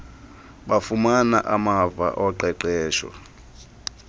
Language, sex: Xhosa, male